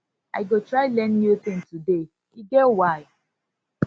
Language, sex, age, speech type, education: Nigerian Pidgin, female, 15-29, spontaneous, tertiary